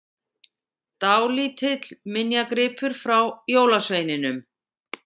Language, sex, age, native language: Icelandic, female, 60-69, Icelandic